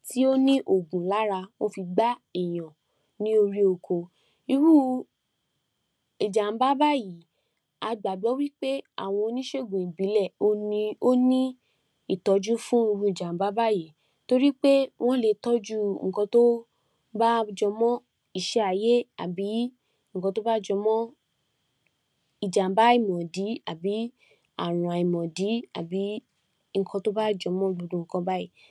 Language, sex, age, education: Yoruba, female, 46-60, tertiary